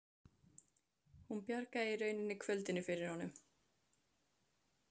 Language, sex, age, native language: Icelandic, female, 15, Icelandic